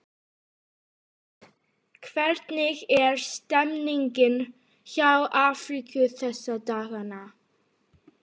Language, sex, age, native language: Icelandic, female, 12, Icelandic